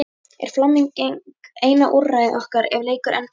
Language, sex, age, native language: Icelandic, female, 11, Icelandic